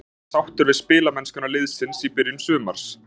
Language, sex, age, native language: Icelandic, male, 20-29, Icelandic